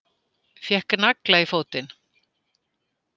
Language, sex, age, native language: Icelandic, female, 60-69, Icelandic